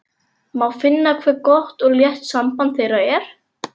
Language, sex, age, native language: Icelandic, male, 11, Icelandic